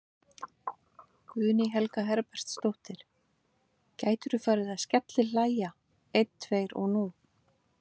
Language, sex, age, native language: Icelandic, female, 50-59, Icelandic